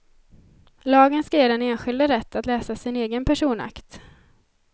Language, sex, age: Swedish, female, 20